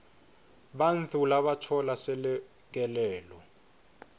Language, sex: Swati, male